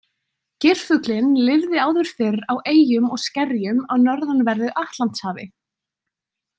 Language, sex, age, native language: Icelandic, female, 20-29, Icelandic